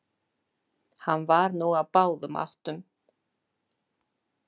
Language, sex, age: Icelandic, female, 60-69